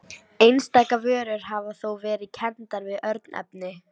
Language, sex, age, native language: Icelandic, female, 18-19, Icelandic